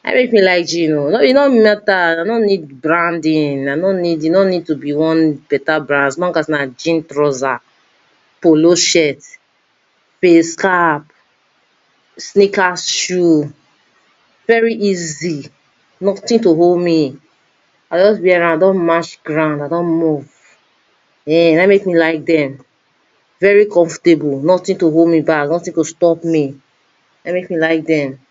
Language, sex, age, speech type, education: Nigerian Pidgin, female, 30-45, spontaneous, tertiary